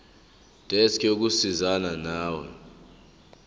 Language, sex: Zulu, male